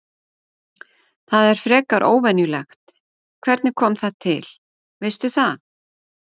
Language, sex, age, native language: Icelandic, female, 40-49, Icelandic